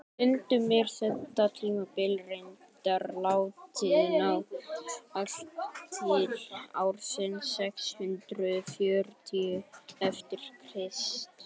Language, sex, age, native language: Icelandic, male, 18-19, Icelandic